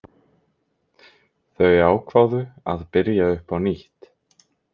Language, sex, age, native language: Icelandic, male, 20-29, Icelandic